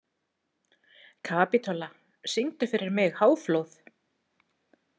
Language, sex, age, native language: Icelandic, female, 40-49, Icelandic